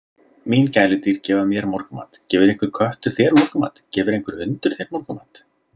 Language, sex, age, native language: Icelandic, male, 30-39, Icelandic